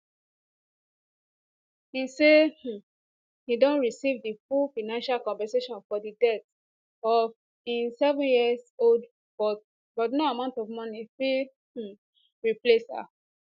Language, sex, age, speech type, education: Nigerian Pidgin, female, 15-29, spontaneous, tertiary